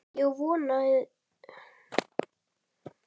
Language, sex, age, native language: Icelandic, male, 10, Icelandic